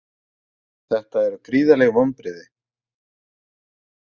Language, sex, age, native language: Icelandic, male, 40-49, Icelandic